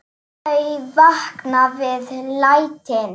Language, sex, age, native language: Icelandic, female, 7, Slovak